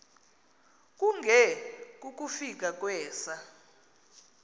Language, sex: Xhosa, female